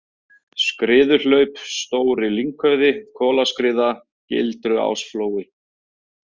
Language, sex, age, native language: Icelandic, male, 30-39, Icelandic